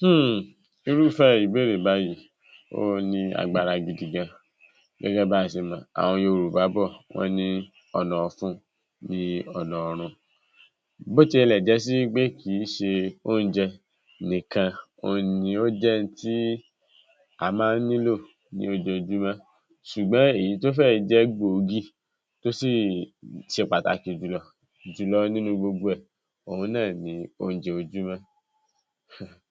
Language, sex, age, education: Yoruba, male, 15-29, secondary